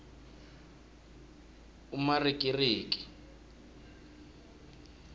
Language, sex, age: South Ndebele, male, 23